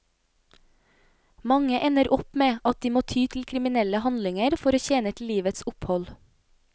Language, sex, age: Norwegian, female, 25